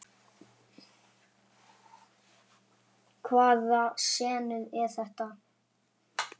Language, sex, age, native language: Icelandic, male, 7, Icelandic